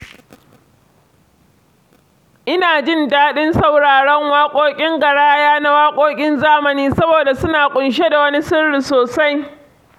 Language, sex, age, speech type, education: Hausa, female, 46-60, read, secondary